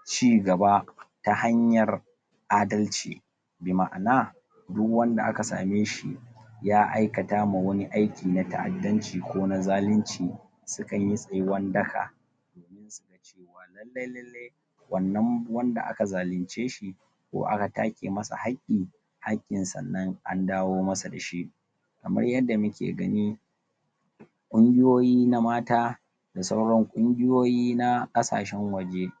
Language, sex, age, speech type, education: Hausa, male, 30-45, spontaneous, tertiary